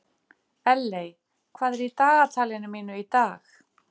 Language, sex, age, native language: Icelandic, female, 50-59, Icelandic